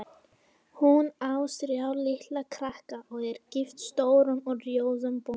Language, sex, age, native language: Icelandic, female, 18-19, Icelandic